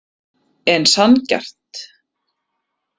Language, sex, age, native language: Icelandic, female, 30-39, Icelandic